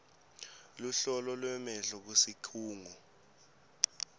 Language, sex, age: Swati, male, 18